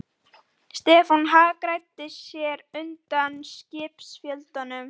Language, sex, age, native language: Icelandic, female, 12, Icelandic